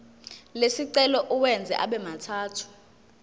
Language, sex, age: Zulu, female, 19